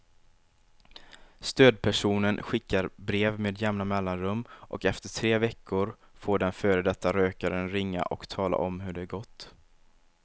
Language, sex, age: Swedish, male, 23